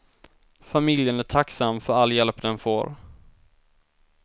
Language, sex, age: Swedish, male, 19